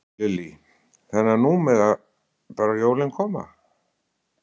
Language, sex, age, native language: Icelandic, male, 60-69, Icelandic